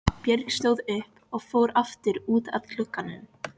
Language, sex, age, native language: Icelandic, female, 14, Icelandic